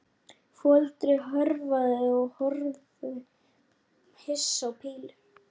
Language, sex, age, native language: Icelandic, female, 9, Lithuanian